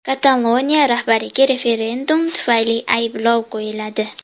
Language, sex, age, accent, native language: Uzbek, female, 12-17, Andijon, Uzbek